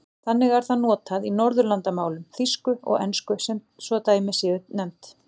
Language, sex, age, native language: Icelandic, female, 40-49, Icelandic